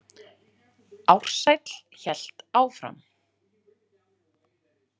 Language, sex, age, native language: Icelandic, female, 40-49, Icelandic